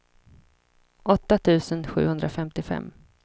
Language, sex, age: Swedish, female, 26